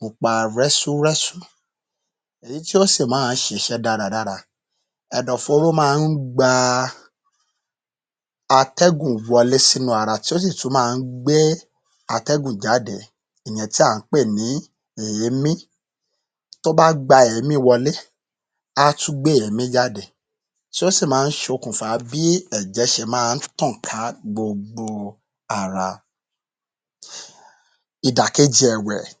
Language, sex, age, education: Yoruba, male, 30-45, tertiary